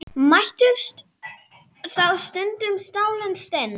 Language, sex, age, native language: Icelandic, female, 10, Icelandic